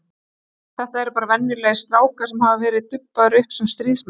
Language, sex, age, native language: Icelandic, female, 30-39, Icelandic